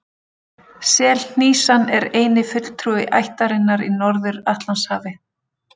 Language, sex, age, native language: Icelandic, female, 40-49, Icelandic